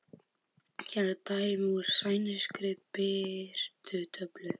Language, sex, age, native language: Icelandic, male, 12, Icelandic